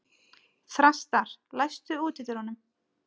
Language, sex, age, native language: Icelandic, female, 30-39, Icelandic